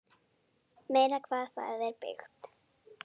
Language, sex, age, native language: Icelandic, female, 9, Icelandic